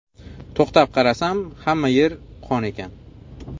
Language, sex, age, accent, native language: Uzbek, male, 25-34, Xorazm, Uzbek